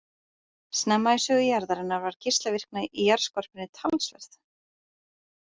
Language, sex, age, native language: Icelandic, female, 30-39, Icelandic